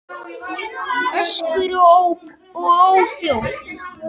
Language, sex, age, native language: Icelandic, male, 8, Icelandic